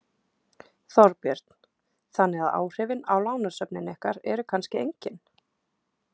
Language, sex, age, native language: Icelandic, female, 20-29, Icelandic